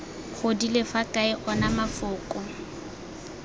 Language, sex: Tswana, female